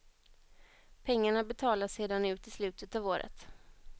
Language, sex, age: Swedish, female, 21